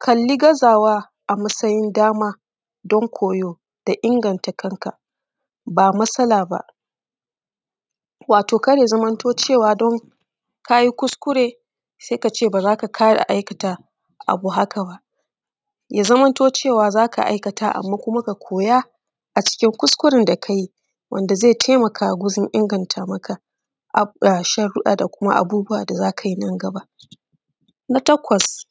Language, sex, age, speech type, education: Hausa, female, 30-45, spontaneous, secondary